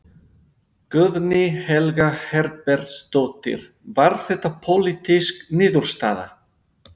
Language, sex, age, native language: Icelandic, male, 50-59, Spanish